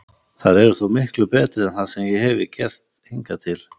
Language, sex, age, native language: Icelandic, male, 50-59, Icelandic